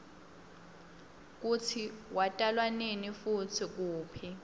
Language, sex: Swati, female